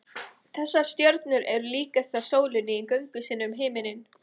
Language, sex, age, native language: Icelandic, female, 20-29, Icelandic